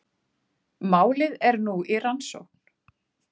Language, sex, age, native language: Icelandic, female, 40-49, Icelandic